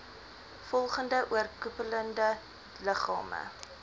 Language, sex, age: Afrikaans, female, 20